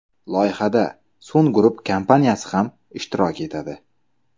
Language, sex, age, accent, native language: Uzbek, male, 25-34, Samarqand, Uzbek